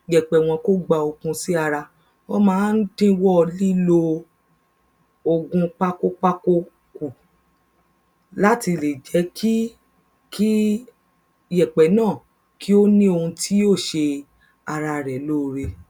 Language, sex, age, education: Yoruba, female, 30-45, secondary